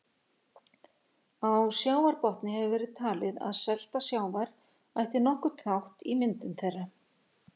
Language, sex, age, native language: Icelandic, female, 50-59, Icelandic